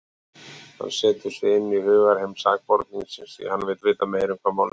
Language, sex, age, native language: Icelandic, male, 40-49, Icelandic